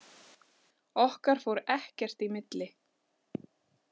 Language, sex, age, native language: Icelandic, female, 40-49, Icelandic